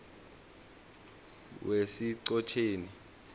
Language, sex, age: South Ndebele, male, 20